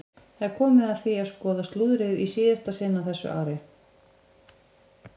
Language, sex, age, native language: Icelandic, female, 70-79, Icelandic